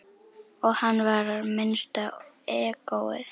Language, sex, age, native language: Icelandic, female, 10, Icelandic